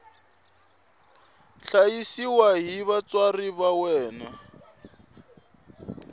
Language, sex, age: Tsonga, male, 21